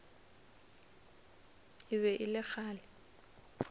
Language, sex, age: Northern Sotho, female, 26